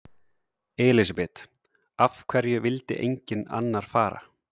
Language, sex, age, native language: Icelandic, male, 30-39, Icelandic